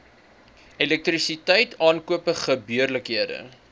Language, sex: Afrikaans, male